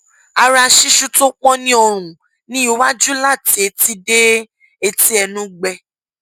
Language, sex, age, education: Yoruba, female, 15-29, tertiary